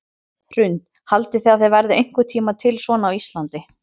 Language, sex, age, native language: Icelandic, female, 30-39, Icelandic